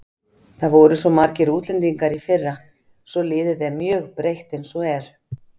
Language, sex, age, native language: Icelandic, female, 50-59, Icelandic